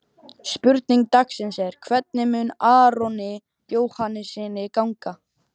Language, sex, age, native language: Icelandic, male, 12, Icelandic